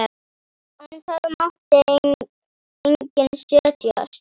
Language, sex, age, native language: Icelandic, female, 18-19, Icelandic